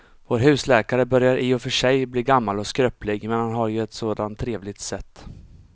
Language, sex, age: Swedish, male, 34